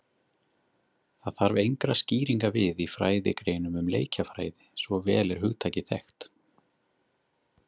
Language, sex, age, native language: Icelandic, male, 30-39, Icelandic